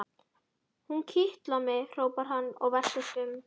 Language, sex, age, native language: Icelandic, female, 12, Icelandic